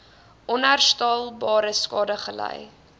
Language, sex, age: Afrikaans, female, 20